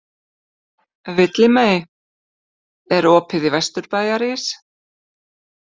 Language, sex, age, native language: Icelandic, female, 50-59, Icelandic